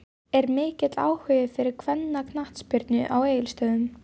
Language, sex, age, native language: Icelandic, female, 12, Icelandic